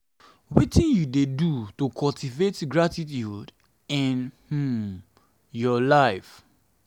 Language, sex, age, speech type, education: Nigerian Pidgin, male, 30-45, spontaneous, secondary